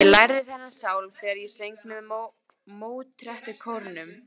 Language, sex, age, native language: Icelandic, female, 18-19, Icelandic